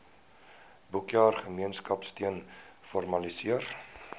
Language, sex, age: Afrikaans, male, 19